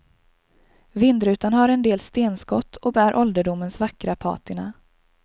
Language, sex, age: Swedish, female, 23